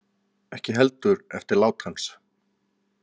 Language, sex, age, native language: Icelandic, male, 40-49, Icelandic